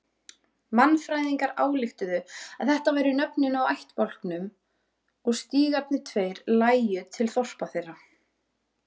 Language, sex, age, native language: Icelandic, female, 20-29, Icelandic